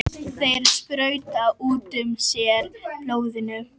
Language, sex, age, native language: Icelandic, female, 11, Icelandic